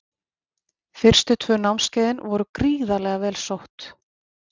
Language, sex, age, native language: Icelandic, female, 40-49, Icelandic